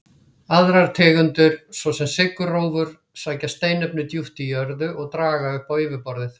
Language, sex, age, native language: Icelandic, female, 60-69, Icelandic